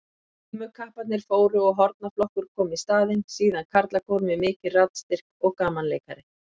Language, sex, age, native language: Icelandic, female, 50-59, Icelandic